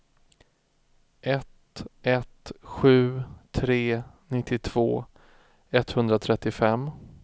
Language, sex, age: Swedish, male, 36